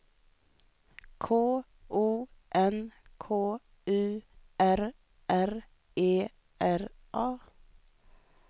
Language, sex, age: Swedish, female, 20